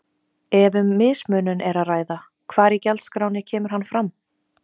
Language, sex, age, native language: Icelandic, female, 20-29, Icelandic